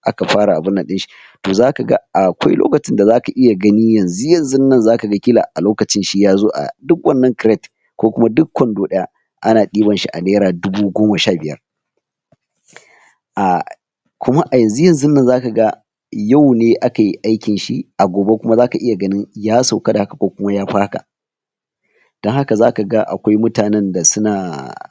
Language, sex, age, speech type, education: Hausa, male, 46-60, spontaneous, tertiary